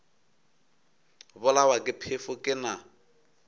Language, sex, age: Northern Sotho, male, 22